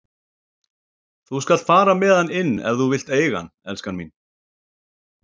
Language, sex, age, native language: Icelandic, male, 40-49, Icelandic